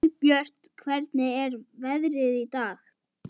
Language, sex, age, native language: Icelandic, male, 11, Icelandic